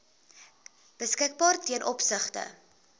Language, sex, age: Afrikaans, female, 22